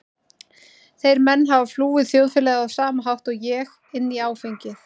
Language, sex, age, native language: Icelandic, female, 30-39, Icelandic